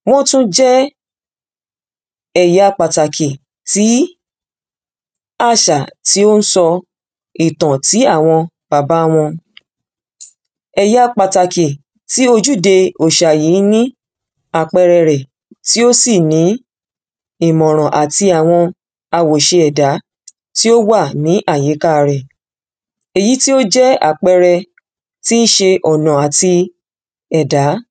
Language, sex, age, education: Yoruba, female, 30-45, secondary